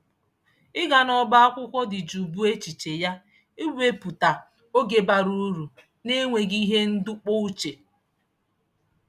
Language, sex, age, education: Igbo, female, 30-45, tertiary